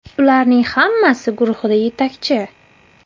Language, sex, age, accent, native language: Uzbek, female, 19-29, Qashqadaryo, Uzbek